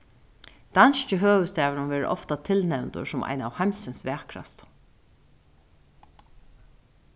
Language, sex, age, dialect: Faroese, female, 36-60, Suðuroy